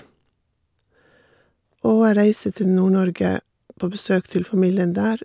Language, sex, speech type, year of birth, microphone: Norwegian, female, spontaneous, 1958, Shure